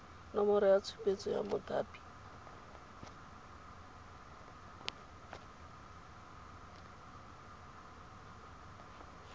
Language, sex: Tswana, female